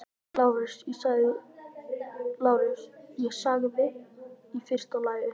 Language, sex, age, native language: Icelandic, male, 11, Icelandic